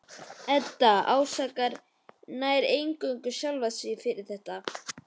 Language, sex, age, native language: Icelandic, male, 11, Icelandic